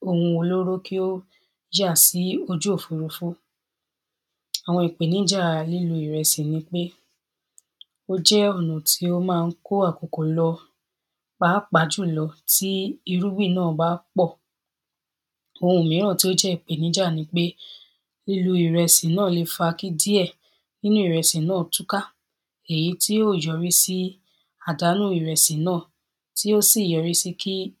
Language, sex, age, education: Yoruba, female, 15-29, secondary